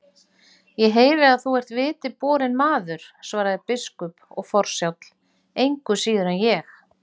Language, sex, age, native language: Icelandic, female, 40-49, Icelandic